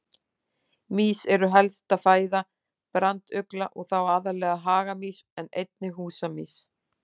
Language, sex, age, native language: Icelandic, female, 40-49, Icelandic